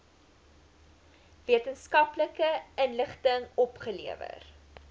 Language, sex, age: Afrikaans, female, 19